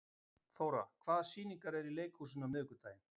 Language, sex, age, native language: Icelandic, male, 50-59, Icelandic